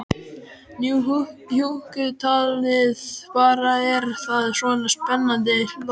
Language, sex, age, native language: Icelandic, male, 12, Icelandic